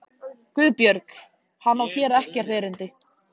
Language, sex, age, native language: Icelandic, male, 13, Icelandic